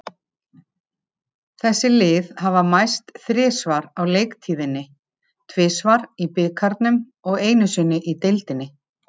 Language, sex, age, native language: Icelandic, female, 50-59, Icelandic